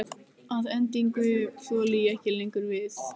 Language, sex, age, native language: Icelandic, female, 15, Icelandic